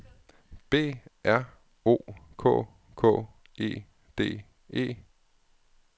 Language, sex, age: Danish, male, 36